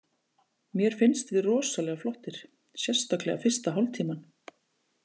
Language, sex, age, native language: Icelandic, female, 40-49, Icelandic